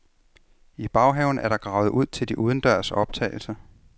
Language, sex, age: Danish, male, 33